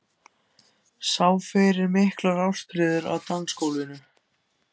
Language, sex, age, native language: Icelandic, other, 14, Icelandic